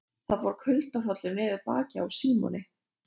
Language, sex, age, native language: Icelandic, female, 20-29, Lithuanian